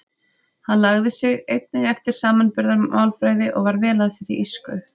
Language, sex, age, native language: Icelandic, female, 30-39, Icelandic